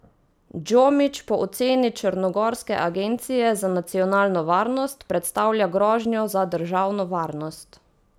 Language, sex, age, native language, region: Slovenian, female, 18-29, Slovenian, Savinja region